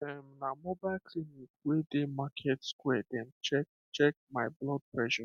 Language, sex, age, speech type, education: Nigerian Pidgin, male, 15-29, spontaneous, tertiary